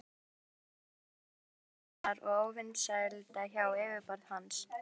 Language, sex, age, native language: Icelandic, female, 12, Icelandic